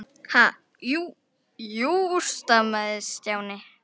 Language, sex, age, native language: Icelandic, female, 10, Icelandic